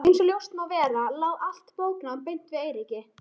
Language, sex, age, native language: Icelandic, female, 13, Icelandic